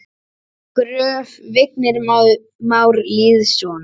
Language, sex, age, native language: Icelandic, female, 9, Icelandic